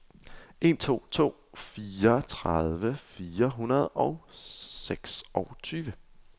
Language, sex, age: Danish, male, 22